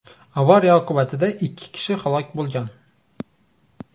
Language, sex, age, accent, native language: Uzbek, male, 18-24, Xorazm, Uzbek